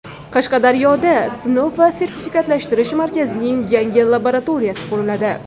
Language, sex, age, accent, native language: Uzbek, female, 18-24, Toshkent shahri, Uzbek